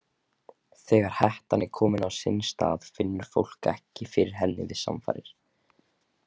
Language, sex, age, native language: Icelandic, male, 18-19, Icelandic